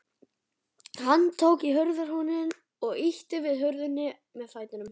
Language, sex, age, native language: Icelandic, male, 11, Icelandic